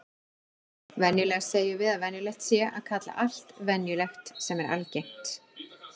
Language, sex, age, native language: Icelandic, female, 50-59, Icelandic